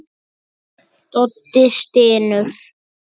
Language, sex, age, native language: Icelandic, male, 8, Icelandic